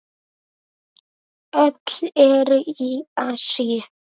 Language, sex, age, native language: Icelandic, female, 7, Icelandic